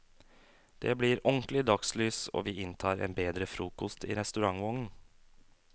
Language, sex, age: Norwegian, male, 27